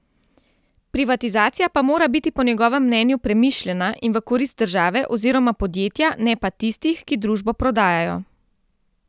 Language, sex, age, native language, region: Slovenian, female, 30-49, Slovenian, Central Slovenia